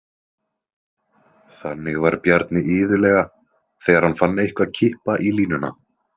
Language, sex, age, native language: Icelandic, male, 20-29, Icelandic